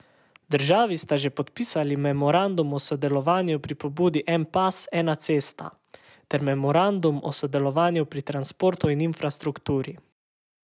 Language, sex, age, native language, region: Slovenian, male, 18-29, Slovenian, Savinja region